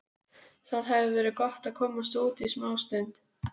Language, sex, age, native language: Icelandic, female, 12, Icelandic